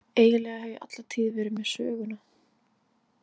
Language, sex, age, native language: Icelandic, female, 20-29, Icelandic